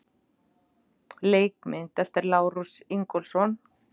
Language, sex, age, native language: Icelandic, female, 50-59, Icelandic